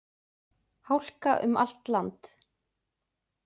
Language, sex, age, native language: Icelandic, female, 20-29, Icelandic